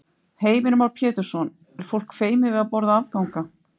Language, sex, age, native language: Icelandic, female, 50-59, Icelandic